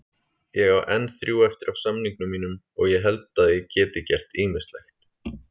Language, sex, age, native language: Icelandic, male, 30-39, Icelandic